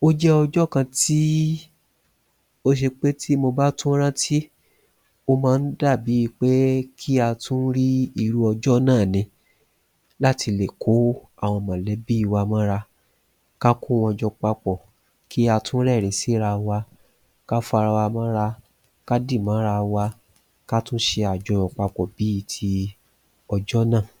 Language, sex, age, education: Yoruba, male, 30-45, tertiary